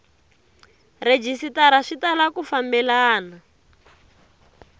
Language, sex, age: Tsonga, female, 22